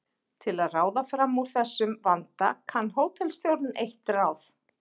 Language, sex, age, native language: Icelandic, female, 40-49, Icelandic